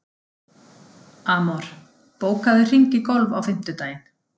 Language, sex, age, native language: Icelandic, female, 50-59, Icelandic